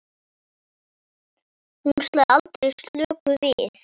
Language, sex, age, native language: Icelandic, male, 9, Icelandic